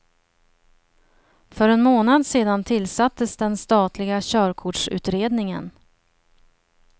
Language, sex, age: Swedish, female, 30